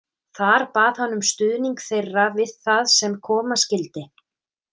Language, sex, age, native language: Icelandic, female, 30-39, Icelandic